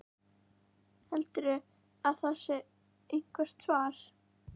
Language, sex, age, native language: Icelandic, female, 11, Icelandic